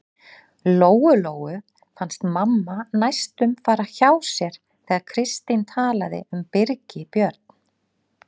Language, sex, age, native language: Icelandic, female, 40-49, Icelandic